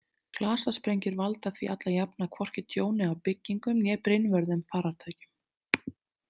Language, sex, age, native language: Icelandic, female, 30-39, Icelandic